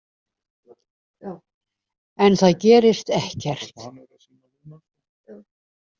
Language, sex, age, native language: Icelandic, female, 70-79, Icelandic